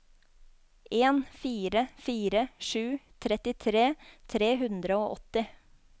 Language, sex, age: Norwegian, female, 24